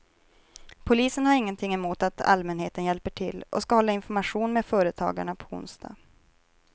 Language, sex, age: Swedish, female, 23